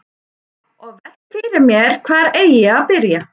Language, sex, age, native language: Icelandic, male, 11, Icelandic